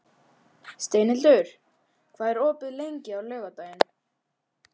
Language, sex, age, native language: Icelandic, male, 11, Icelandic